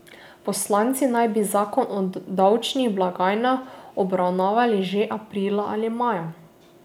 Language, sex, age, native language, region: Slovenian, female, 18-29, Slovenian, Drava region